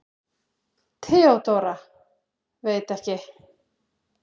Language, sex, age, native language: Icelandic, female, 30-39, Icelandic